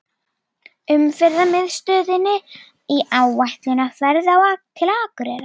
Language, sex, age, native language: Icelandic, female, 40-49, Icelandic